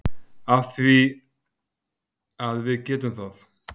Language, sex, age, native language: Icelandic, male, 50-59, Icelandic